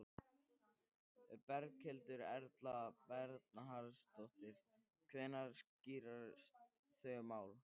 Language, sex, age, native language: Icelandic, male, 13, Icelandic